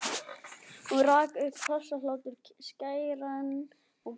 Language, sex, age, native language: Icelandic, other, 11, Icelandic